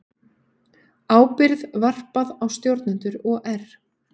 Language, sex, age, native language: Icelandic, female, 18-19, Icelandic